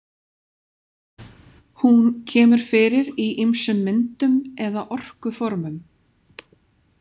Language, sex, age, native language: Icelandic, female, 40-49, Icelandic